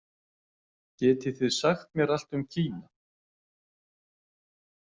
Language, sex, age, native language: Icelandic, male, 40-49, Icelandic